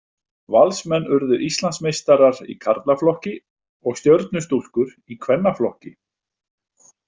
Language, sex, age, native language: Icelandic, male, 50-59, Icelandic